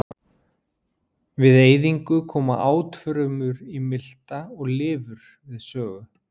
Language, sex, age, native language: Icelandic, male, 40-49, Icelandic